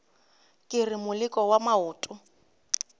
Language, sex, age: Northern Sotho, female, 25